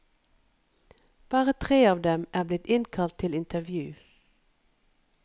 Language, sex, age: Norwegian, female, 51